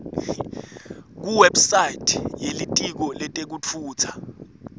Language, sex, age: Swati, male, 18